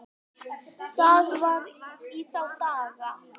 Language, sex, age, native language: Icelandic, male, 10, Icelandic